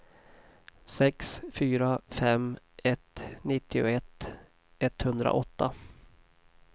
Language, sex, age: Swedish, male, 40